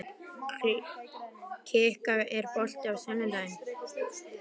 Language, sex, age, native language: Icelandic, male, 11, Icelandic